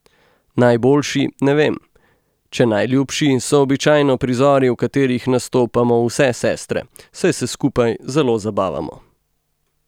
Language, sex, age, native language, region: Slovenian, male, 18-29, Slovenian, Gorenjska region